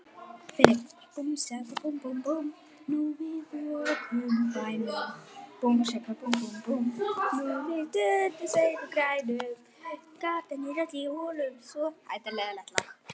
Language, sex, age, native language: Icelandic, male, 9, Icelandic